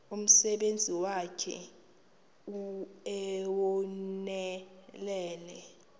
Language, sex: Xhosa, female